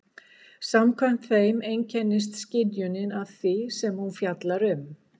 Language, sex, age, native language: Icelandic, female, 60-69, Icelandic